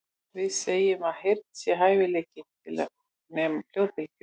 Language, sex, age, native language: Icelandic, female, 40-49, Icelandic